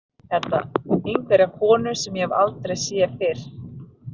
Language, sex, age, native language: Icelandic, female, 30-39, Filipino